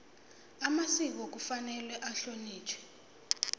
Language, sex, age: South Ndebele, female, 22